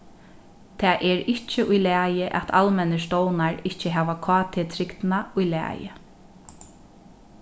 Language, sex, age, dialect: Faroese, female, 36-60, Norðurstreymoy/Eysturoy